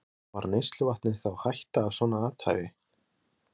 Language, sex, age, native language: Icelandic, male, 20-29, Icelandic